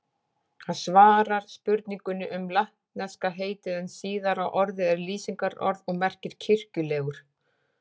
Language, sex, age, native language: Icelandic, female, 40-49, Icelandic